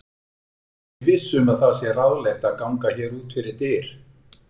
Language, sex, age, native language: Icelandic, male, 60-69, Icelandic